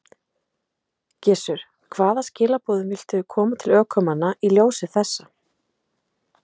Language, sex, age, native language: Icelandic, female, 30-39, Icelandic